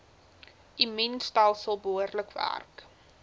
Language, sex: Afrikaans, female